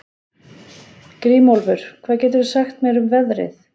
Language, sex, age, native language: Icelandic, female, 40-49, Icelandic